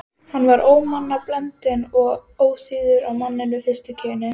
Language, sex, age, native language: Icelandic, female, 12, Icelandic